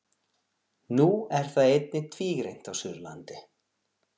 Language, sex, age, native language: Icelandic, male, 40-49, Portuguese